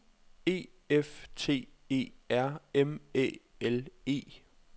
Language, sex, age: Danish, male, 26